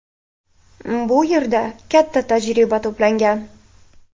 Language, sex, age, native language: Uzbek, female, 18-24, Uzbek